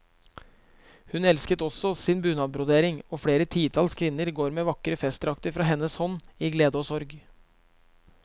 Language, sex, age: Norwegian, male, 23